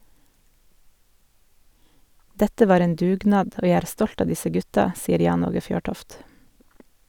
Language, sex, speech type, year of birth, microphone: Norwegian, female, read, 1978, Sennheiser